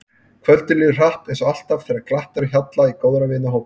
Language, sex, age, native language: Icelandic, male, 30-39, Icelandic